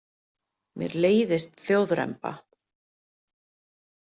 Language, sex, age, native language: Icelandic, female, 50-59, Icelandic